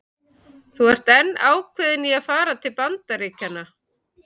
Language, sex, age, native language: Icelandic, male, 11, Icelandic